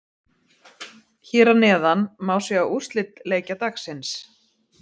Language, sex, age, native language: Icelandic, female, 50-59, Icelandic